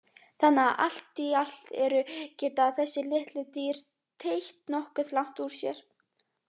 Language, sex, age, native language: Icelandic, female, 18-19, Icelandic